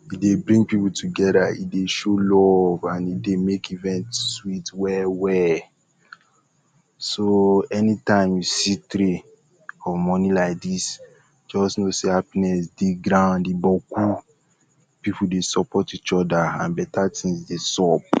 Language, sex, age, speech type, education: Nigerian Pidgin, male, 15-29, spontaneous, tertiary